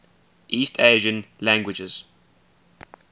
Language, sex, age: English, male, 20